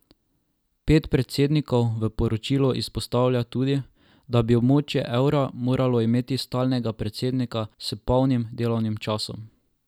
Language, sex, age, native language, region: Slovenian, male, 12-17, Slovenian, Drava region